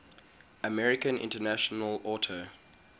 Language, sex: English, male